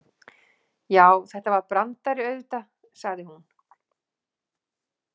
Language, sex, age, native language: Icelandic, female, 40-49, Icelandic